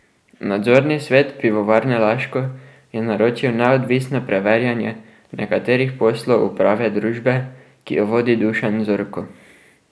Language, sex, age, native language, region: Slovenian, male, 12-17, Slovenian, Drava region